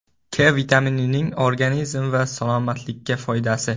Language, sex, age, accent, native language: Uzbek, male, 12-17, Toshkent viloyati, Uzbek